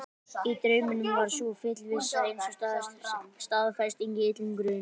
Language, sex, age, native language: Icelandic, female, 18-19, Icelandic